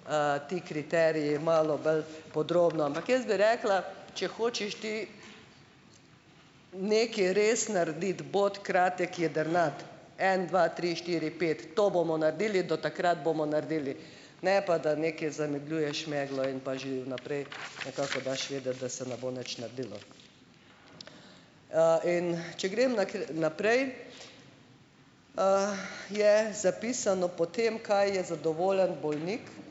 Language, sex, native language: Slovenian, female, Slovenian